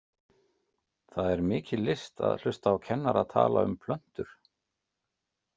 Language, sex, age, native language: Icelandic, male, 50-59, Icelandic